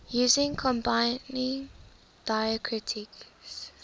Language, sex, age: English, female, 23